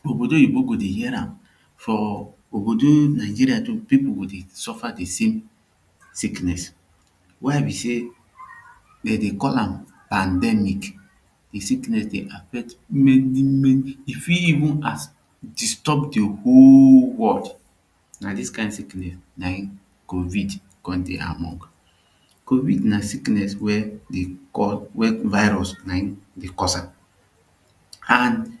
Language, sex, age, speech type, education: Nigerian Pidgin, male, 30-45, spontaneous, tertiary